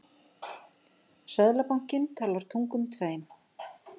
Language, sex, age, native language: Icelandic, female, 50-59, Icelandic